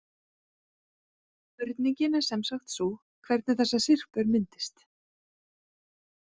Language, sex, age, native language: Icelandic, female, 40-49, Icelandic